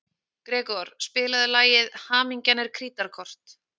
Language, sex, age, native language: Icelandic, female, 30-39, Icelandic